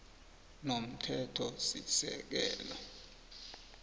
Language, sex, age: South Ndebele, male, 24